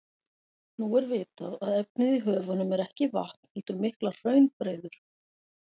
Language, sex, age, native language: Icelandic, female, 40-49, Icelandic